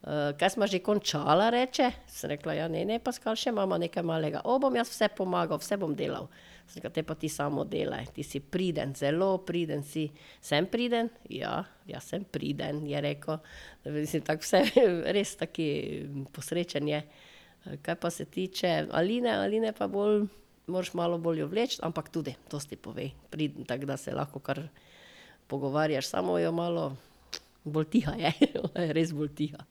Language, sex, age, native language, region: Slovenian, female, 50-59, Slovenian, Drava region